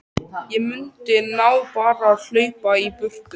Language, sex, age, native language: Icelandic, other, 13, Icelandic